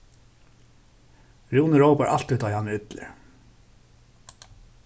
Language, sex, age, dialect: Faroese, male, 36-60, Suðurstreymoy